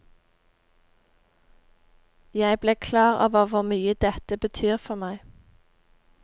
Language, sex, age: Norwegian, female, 18